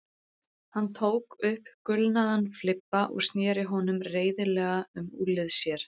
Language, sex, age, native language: Icelandic, female, 30-39, Icelandic